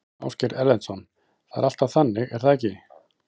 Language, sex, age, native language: Icelandic, male, 40-49, Icelandic